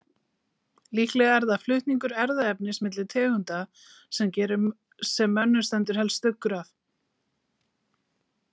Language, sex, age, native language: Icelandic, female, 40-49, Icelandic